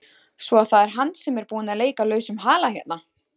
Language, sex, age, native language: Icelandic, female, 20-29, Icelandic